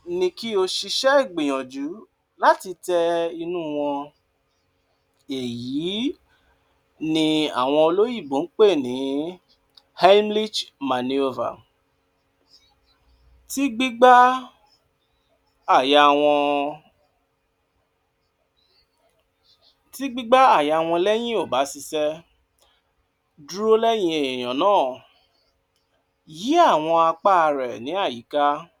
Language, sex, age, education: Yoruba, male, 46-60, tertiary